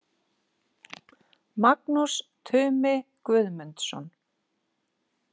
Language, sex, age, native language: Icelandic, female, 40-49, Icelandic